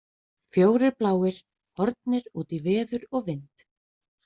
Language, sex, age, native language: Icelandic, female, 20-29, Icelandic